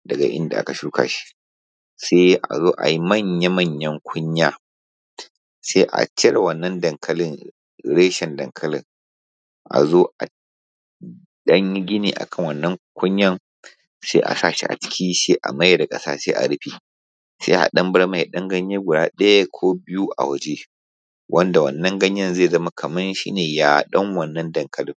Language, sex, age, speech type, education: Hausa, male, 15-29, spontaneous, primary